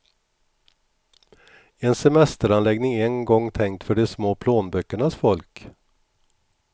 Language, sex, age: Swedish, male, 61